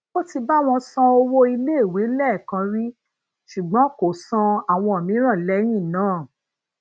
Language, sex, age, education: Yoruba, female, 30-45, tertiary